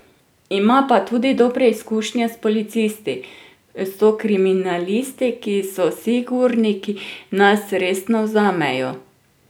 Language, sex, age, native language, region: Slovenian, female, 30-49, Slovenian, Drava region